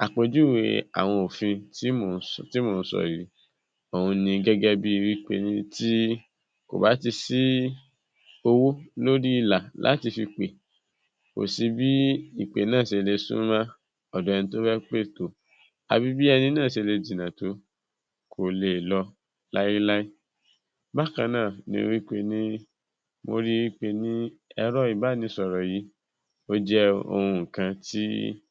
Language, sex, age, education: Yoruba, male, 15-29, secondary